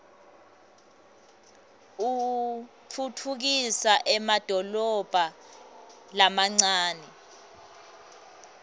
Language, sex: Swati, female